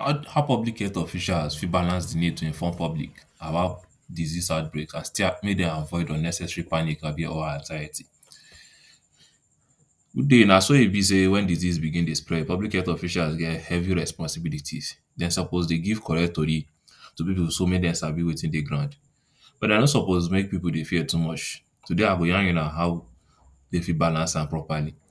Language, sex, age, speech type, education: Nigerian Pidgin, male, 15-29, spontaneous, tertiary